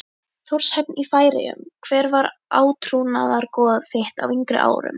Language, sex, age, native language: Icelandic, female, 11, Icelandic